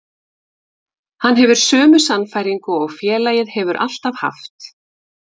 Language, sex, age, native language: Icelandic, female, 50-59, Icelandic